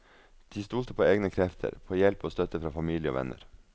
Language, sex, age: Norwegian, male, 42